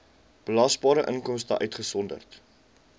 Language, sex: Afrikaans, male